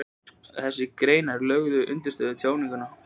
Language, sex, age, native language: Icelandic, male, 20-29, Icelandic